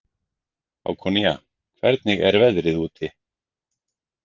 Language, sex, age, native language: Icelandic, male, 40-49, Icelandic